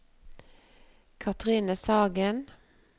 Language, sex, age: Norwegian, female, 48